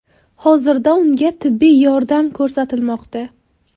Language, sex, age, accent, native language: Uzbek, female, 18-24, Buxoro, Uzbek